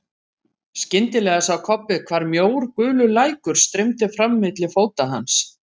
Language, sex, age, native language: Icelandic, female, 50-59, Icelandic